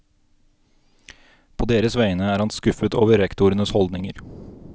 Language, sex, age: Norwegian, male, 29